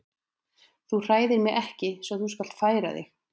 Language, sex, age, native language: Icelandic, female, 20-29, Icelandic